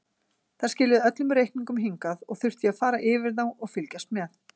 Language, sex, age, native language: Icelandic, female, 40-49, Icelandic